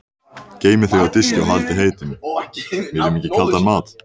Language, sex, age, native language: Icelandic, male, 14, Icelandic